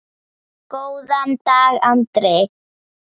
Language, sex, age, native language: Icelandic, female, 8, Icelandic